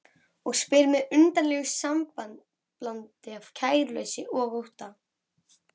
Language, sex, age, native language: Icelandic, female, 11, Icelandic